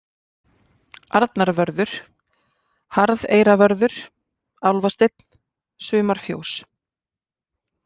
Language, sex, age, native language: Icelandic, female, 40-49, Icelandic